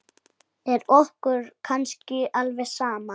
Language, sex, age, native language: Icelandic, female, 7, Icelandic